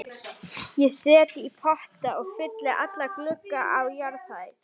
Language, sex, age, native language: Icelandic, female, 11, Icelandic